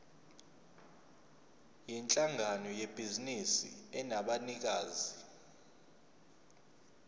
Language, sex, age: Zulu, male, 29